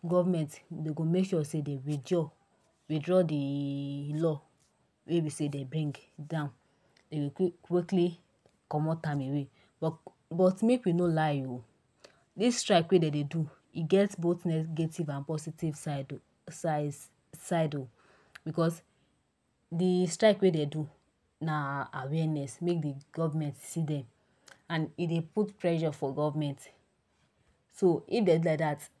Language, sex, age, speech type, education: Nigerian Pidgin, female, 60+, spontaneous, tertiary